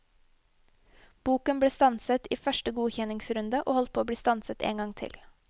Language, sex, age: Norwegian, female, 21